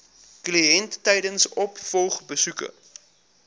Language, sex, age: Afrikaans, male, 22